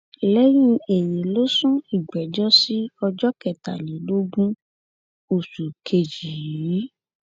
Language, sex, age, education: Yoruba, female, 15-29, tertiary